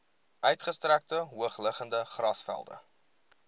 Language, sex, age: Afrikaans, male, 20